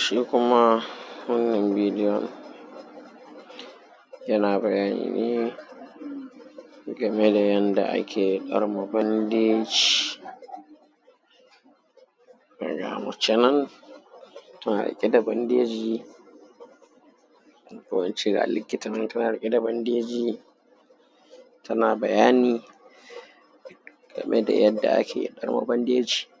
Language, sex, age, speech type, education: Hausa, male, 15-29, spontaneous, primary